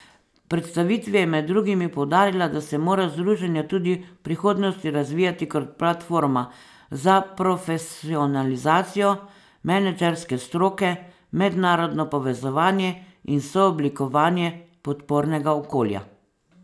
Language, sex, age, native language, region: Slovenian, female, 50-59, Slovenian, Savinja region